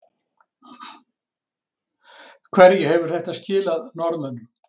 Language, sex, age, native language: Icelandic, male, 60-69, Icelandic